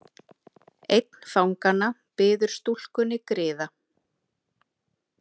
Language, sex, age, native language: Icelandic, female, 30-39, Icelandic